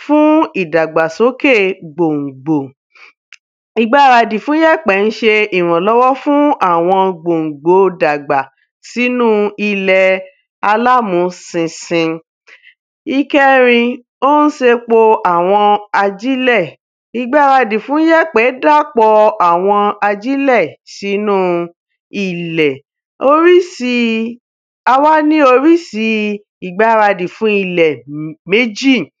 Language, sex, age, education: Yoruba, female, 15-29, tertiary